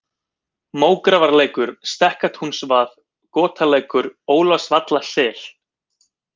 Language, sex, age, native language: Icelandic, male, 20-29, Icelandic